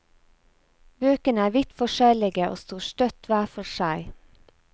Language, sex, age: Norwegian, female, 34